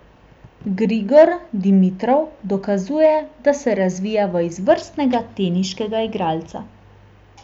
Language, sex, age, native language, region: Slovenian, female, 18-29, Slovenian, Central Slovenia